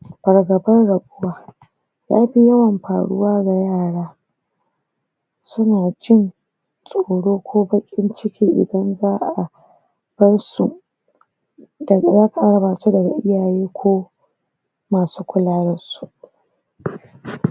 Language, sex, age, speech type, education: Hausa, female, 30-45, spontaneous, tertiary